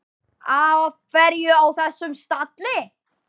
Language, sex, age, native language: Icelandic, male, 10, Icelandic